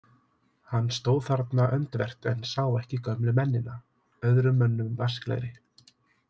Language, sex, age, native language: Icelandic, male, 30-39, Icelandic